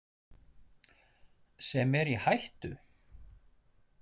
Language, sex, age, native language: Icelandic, male, 40-49, Icelandic